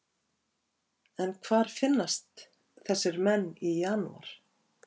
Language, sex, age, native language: Icelandic, female, 50-59, Icelandic